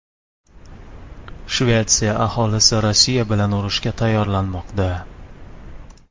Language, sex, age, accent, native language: Uzbek, male, 19-29, Toshkent shahri, Uzbek